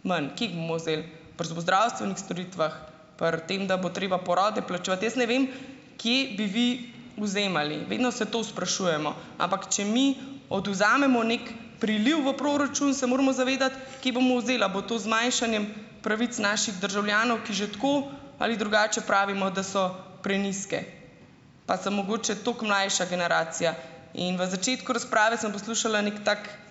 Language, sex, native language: Slovenian, female, Slovenian